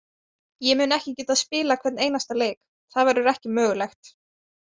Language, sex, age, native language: Icelandic, female, 20-29, Icelandic